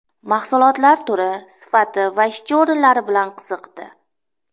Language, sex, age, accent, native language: Uzbek, female, 25-34, Namangan, Uzbek